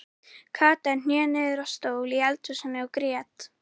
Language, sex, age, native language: Icelandic, female, 14, Icelandic